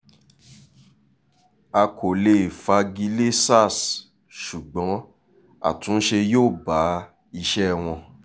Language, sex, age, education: Yoruba, male, 30-45, tertiary